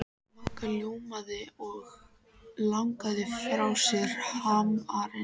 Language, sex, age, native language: Icelandic, female, 13, Icelandic